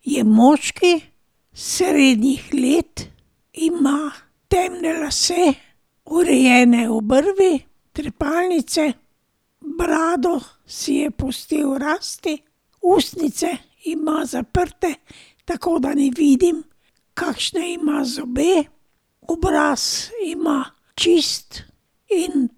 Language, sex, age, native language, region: Slovenian, female, 60+, Slovenian, Drava region